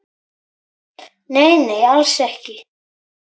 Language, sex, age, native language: Icelandic, male, 10, Icelandic